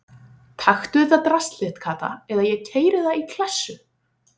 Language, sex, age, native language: Icelandic, female, 20-29, Icelandic